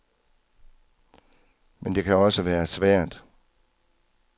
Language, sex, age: Danish, male, 66